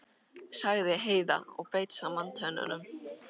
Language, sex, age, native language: Icelandic, female, 13, Icelandic